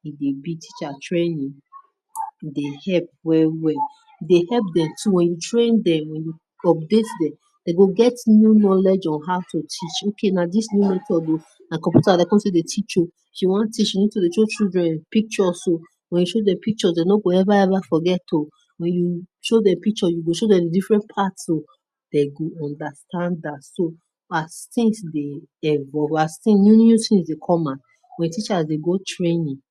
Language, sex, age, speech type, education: Nigerian Pidgin, female, 30-45, spontaneous, tertiary